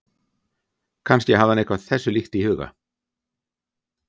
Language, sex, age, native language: Icelandic, male, 60-69, Icelandic